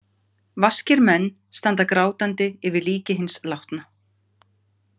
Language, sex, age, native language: Icelandic, female, 50-59, Icelandic